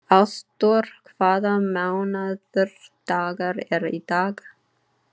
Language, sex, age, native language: Icelandic, female, 30-39, English